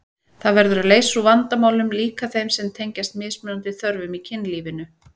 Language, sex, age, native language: Icelandic, female, 40-49, Icelandic